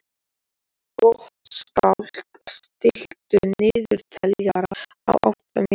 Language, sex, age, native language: Icelandic, male, 12, Icelandic